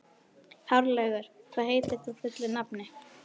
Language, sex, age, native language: Icelandic, female, 12, Icelandic